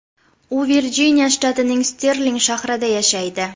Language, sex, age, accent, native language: Uzbek, female, 25-34, Farg'ona, Uzbek